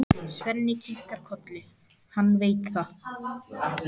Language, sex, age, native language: Icelandic, female, 14, Icelandic